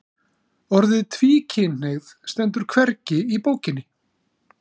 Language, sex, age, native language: Icelandic, male, 40-49, Icelandic